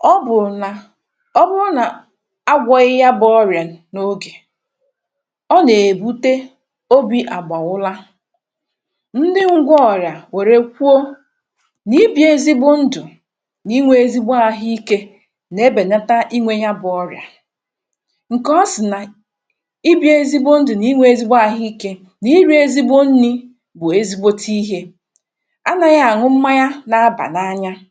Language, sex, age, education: Igbo, female, 46-60, tertiary